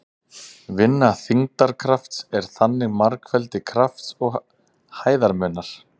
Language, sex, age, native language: Icelandic, male, 30-39, Icelandic